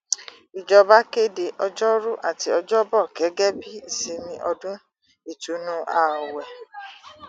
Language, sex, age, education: Yoruba, female, 30-45, tertiary